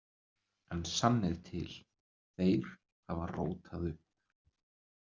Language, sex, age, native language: Icelandic, male, 30-39, Icelandic